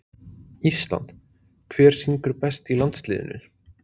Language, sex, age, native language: Icelandic, male, 20-29, Icelandic